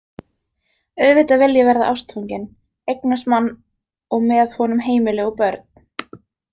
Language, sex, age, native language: Icelandic, female, 20-29, Icelandic